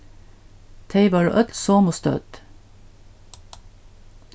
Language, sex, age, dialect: Faroese, female, 61+, Norðurstreymoy/Eysturoy